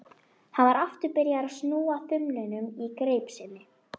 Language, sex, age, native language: Icelandic, female, 12, Icelandic